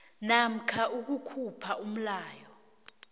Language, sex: South Ndebele, female